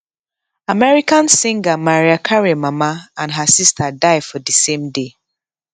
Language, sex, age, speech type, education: Nigerian Pidgin, female, 15-29, spontaneous, tertiary